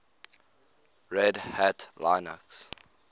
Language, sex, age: English, male, 18